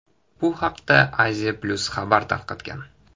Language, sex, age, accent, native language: Uzbek, male, 18-24, Toshkent shahri, Uzbek